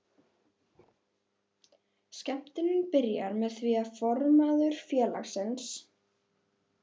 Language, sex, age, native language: Icelandic, female, 11, Icelandic